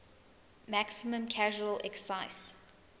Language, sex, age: English, female, 20